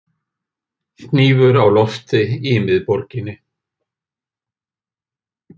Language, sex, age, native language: Icelandic, male, 50-59, Icelandic